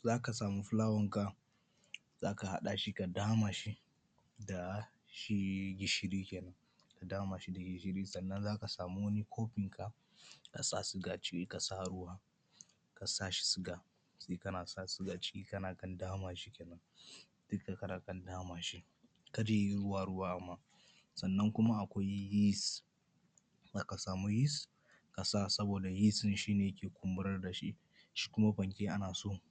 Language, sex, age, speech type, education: Hausa, male, 15-29, spontaneous, primary